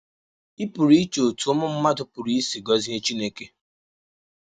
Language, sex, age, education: Igbo, male, 15-29, tertiary